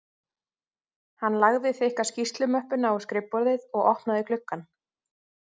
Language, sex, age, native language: Icelandic, female, 30-39, Icelandic